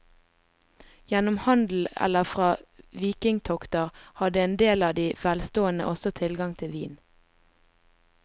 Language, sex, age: Norwegian, female, 20